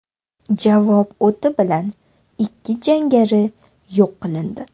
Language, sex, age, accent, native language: Uzbek, female, 18-24, Toshkent shahri, Uzbek